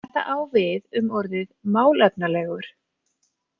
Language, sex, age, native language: Icelandic, female, 40-49, Icelandic